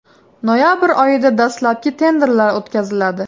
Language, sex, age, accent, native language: Uzbek, female, 18-24, Farg'ona, Uzbek